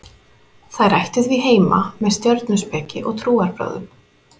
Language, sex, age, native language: Icelandic, female, 30-39, Icelandic